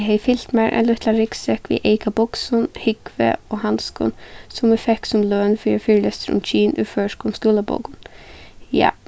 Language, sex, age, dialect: Faroese, female, 15-35, Suðuroy